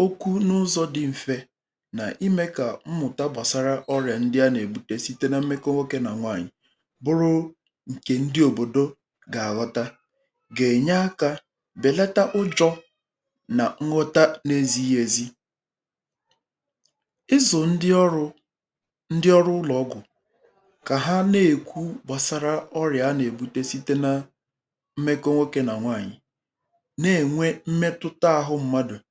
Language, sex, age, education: Igbo, male, 30-45, tertiary